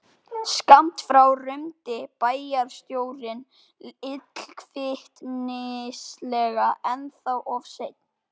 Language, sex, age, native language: Icelandic, male, 12, Icelandic